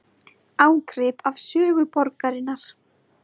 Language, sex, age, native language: Icelandic, female, 20-29, Icelandic